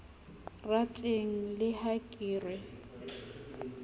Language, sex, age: Southern Sotho, female, 35